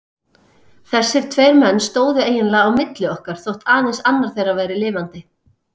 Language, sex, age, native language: Icelandic, female, 30-39, Icelandic